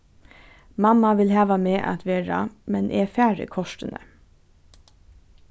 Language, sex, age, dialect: Faroese, female, 15-35, Norðurstreymoy/Eysturoy